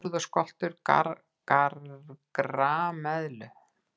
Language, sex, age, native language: Icelandic, female, 60-69, Icelandic